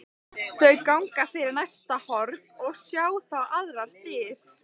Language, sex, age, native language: Icelandic, female, 15, Icelandic